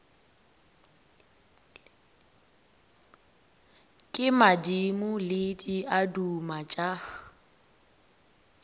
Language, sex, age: Northern Sotho, female, 18